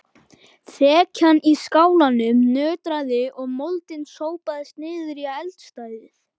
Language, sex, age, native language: Icelandic, male, 11, Icelandic